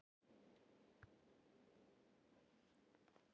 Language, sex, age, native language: Icelandic, female, 60-69, Icelandic